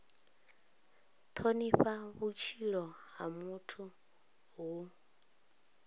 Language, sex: Venda, female